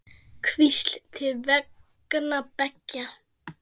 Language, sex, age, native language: Icelandic, female, 10, Icelandic